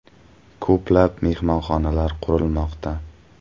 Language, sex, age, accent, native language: Uzbek, male, 18-24, Qashqadaryo, Uzbek